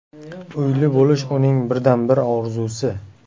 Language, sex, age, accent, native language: Uzbek, male, 18-24, Qashqadaryo, Uzbek